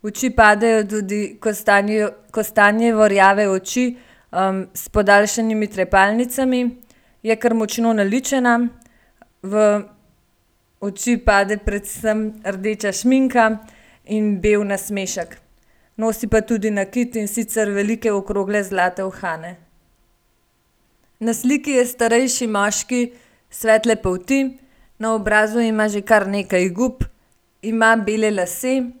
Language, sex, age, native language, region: Slovenian, female, 18-29, Slovenian, Gorenjska region